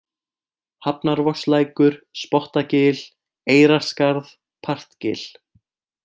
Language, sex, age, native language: Icelandic, male, 20-29, Icelandic